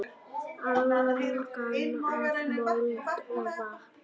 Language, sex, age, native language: Icelandic, female, 9, Icelandic